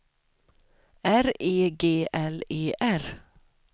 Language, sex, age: Swedish, female, 32